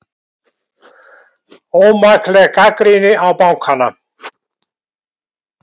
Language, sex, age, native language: Icelandic, male, 70-79, Icelandic